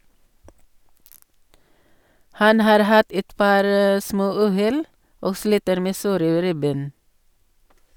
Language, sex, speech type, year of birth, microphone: Norwegian, female, read, 1962, Sennheiser